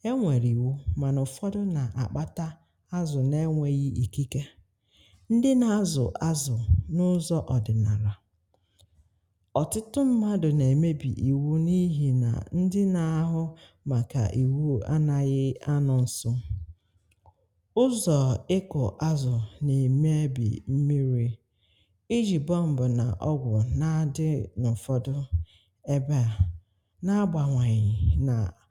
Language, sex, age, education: Igbo, female, 30-45, tertiary